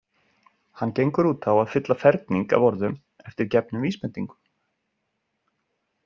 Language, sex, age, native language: Icelandic, male, 30-39, Icelandic